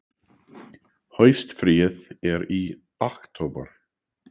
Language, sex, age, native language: Icelandic, male, 60-69, English